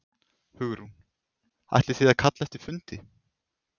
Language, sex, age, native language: Icelandic, male, 20-29, Icelandic